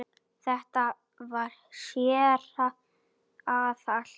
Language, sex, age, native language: Icelandic, male, 9, Icelandic